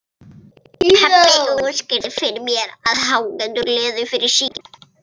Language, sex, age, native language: Icelandic, other, 11, Icelandic